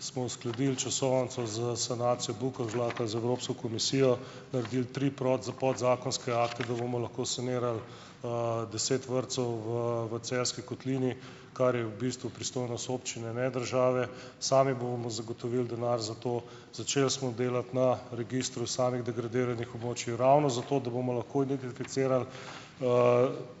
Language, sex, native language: Slovenian, male, Slovenian